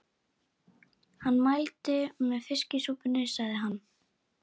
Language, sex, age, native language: Icelandic, female, 30-39, Portuguese